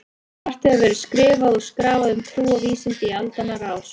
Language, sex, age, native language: Icelandic, female, 30-39, Icelandic